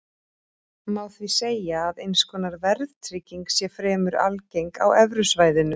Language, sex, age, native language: Icelandic, female, 30-39, Icelandic